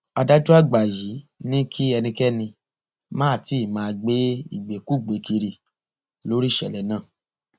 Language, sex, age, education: Yoruba, male, 30-45, tertiary